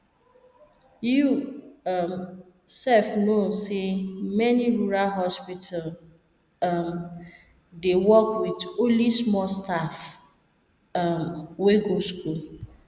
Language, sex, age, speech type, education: Nigerian Pidgin, female, 30-45, spontaneous, tertiary